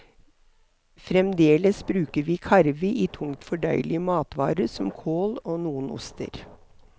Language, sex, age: Norwegian, female, 63